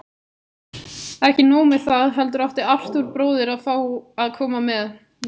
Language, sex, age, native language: Icelandic, female, 18-19, Icelandic